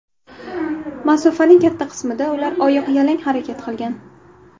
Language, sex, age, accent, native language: Uzbek, female, 18-24, Toshkent shahri, Uzbek